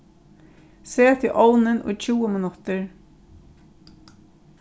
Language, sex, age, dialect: Faroese, female, 36-60, Norðurstreymoy/Eysturoy